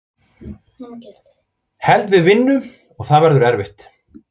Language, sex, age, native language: Icelandic, male, 40-49, Icelandic